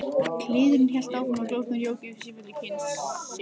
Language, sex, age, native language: Icelandic, female, 15, Icelandic